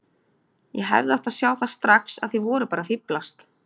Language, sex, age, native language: Icelandic, female, 30-39, Icelandic